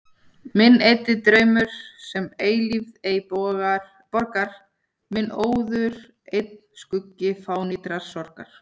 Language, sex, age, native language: Icelandic, female, 40-49, Icelandic